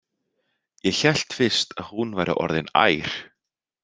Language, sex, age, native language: Icelandic, male, 30-39, Icelandic